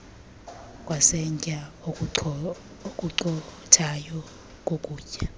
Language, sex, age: Xhosa, female, 23